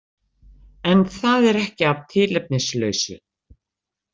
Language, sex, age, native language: Icelandic, female, 60-69, Icelandic